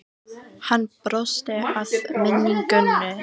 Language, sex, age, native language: Icelandic, female, 18-19, Icelandic